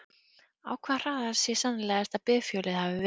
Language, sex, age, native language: Icelandic, female, 30-39, Icelandic